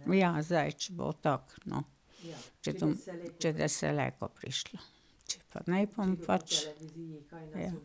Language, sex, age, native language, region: Slovenian, female, 60+, Slovenian, Pomurje region